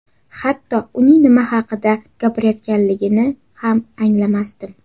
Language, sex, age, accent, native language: Uzbek, female, under 19, Jizzax, Uzbek